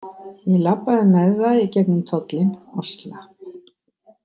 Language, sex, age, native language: Icelandic, female, 60-69, Icelandic